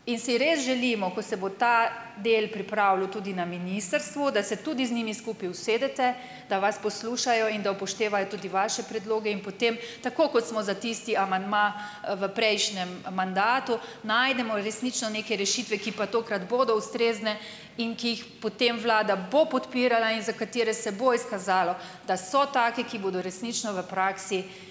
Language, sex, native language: Slovenian, female, Slovenian